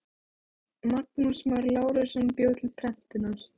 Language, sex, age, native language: Icelandic, female, 18-19, Icelandic